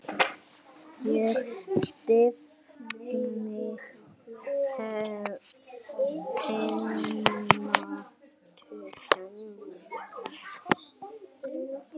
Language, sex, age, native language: Icelandic, male, 7, Icelandic